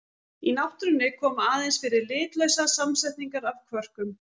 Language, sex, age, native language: Icelandic, female, 40-49, Icelandic